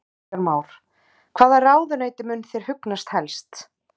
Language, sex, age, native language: Icelandic, female, 30-39, Icelandic